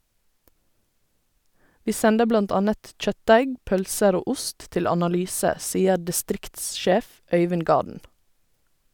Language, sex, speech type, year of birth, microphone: Norwegian, female, read, 1985, Sennheiser